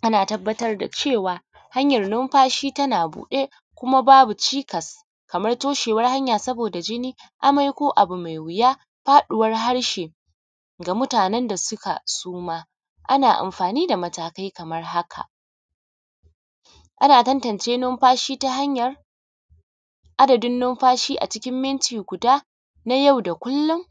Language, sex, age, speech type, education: Hausa, female, 30-45, spontaneous, primary